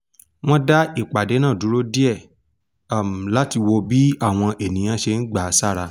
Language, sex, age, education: Yoruba, male, 15-29, tertiary